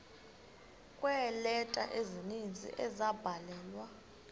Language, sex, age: Xhosa, female, 23